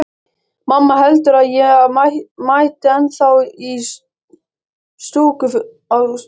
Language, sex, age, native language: Icelandic, male, 13, Icelandic